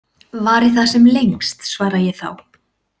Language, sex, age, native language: Icelandic, female, 40-49, Icelandic